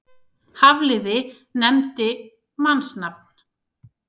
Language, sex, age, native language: Icelandic, female, 30-39, Icelandic